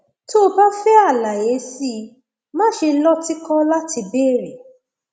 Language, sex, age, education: Yoruba, female, 30-45, tertiary